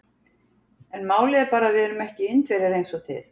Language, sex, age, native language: Icelandic, female, 40-49, Icelandic